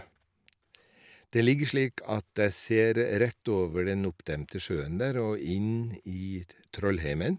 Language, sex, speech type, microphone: Norwegian, male, spontaneous, Shure